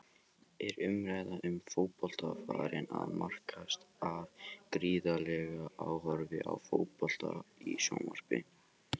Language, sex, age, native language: Icelandic, male, 18-19, Icelandic